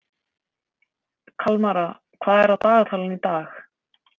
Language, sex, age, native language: Icelandic, female, 20-29, Icelandic